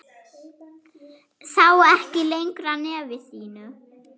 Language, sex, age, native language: Icelandic, female, 7, German